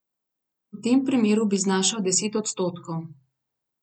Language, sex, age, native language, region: Slovenian, female, 30-49, Slovenian, Gorenjska region